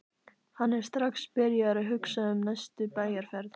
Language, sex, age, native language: Icelandic, female, 14, Icelandic